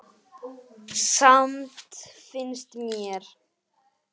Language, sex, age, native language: Icelandic, female, 8, Icelandic